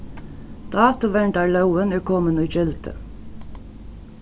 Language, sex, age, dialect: Faroese, female, 36-60, Norðuroyggjar